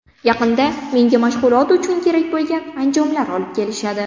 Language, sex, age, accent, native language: Uzbek, female, 18-24, Buxoro, Uzbek